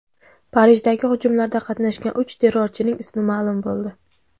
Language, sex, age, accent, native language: Uzbek, female, 19-29, Jizzax, Uzbek